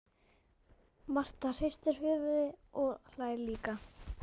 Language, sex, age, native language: Icelandic, female, 11, Icelandic